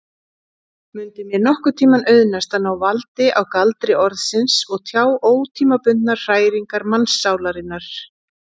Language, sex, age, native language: Icelandic, female, 40-49, Icelandic